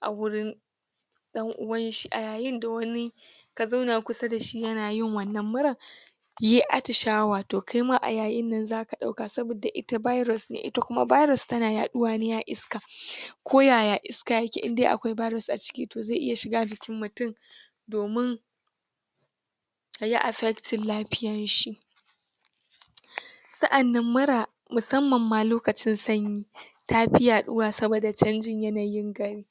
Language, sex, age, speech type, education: Hausa, female, 15-29, spontaneous, tertiary